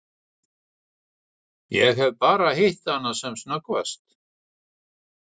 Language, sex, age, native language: Icelandic, male, 60-69, Icelandic